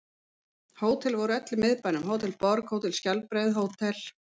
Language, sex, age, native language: Icelandic, female, 50-59, Icelandic